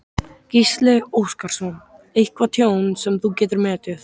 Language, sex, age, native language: Icelandic, male, 13, Icelandic